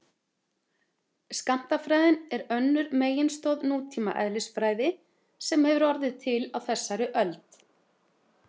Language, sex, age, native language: Icelandic, female, 30-39, Icelandic